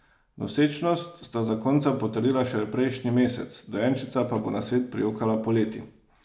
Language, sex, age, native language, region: Slovenian, male, 30-49, Slovenian, Savinja region